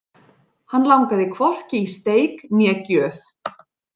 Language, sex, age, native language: Icelandic, female, 40-49, Icelandic